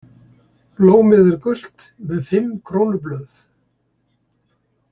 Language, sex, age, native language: Icelandic, male, 70-79, Icelandic